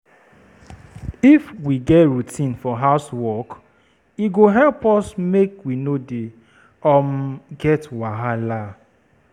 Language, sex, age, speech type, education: Nigerian Pidgin, female, 30-45, spontaneous, tertiary